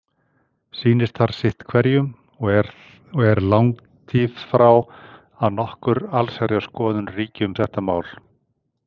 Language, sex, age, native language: Icelandic, male, 60-69, Icelandic